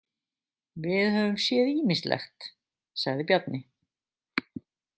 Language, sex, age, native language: Icelandic, female, 50-59, Icelandic